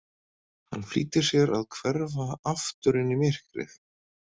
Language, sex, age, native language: Icelandic, male, 40-49, Icelandic